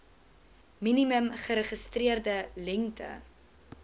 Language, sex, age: Afrikaans, female, 19